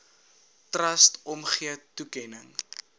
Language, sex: Afrikaans, male